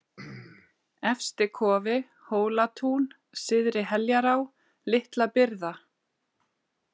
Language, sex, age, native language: Icelandic, female, 30-39, Icelandic